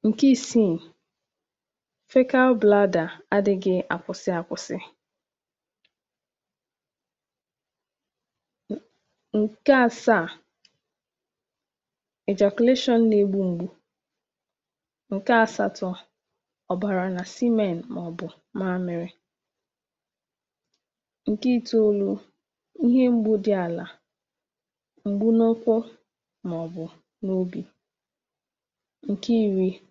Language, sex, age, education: Igbo, female, 15-29, tertiary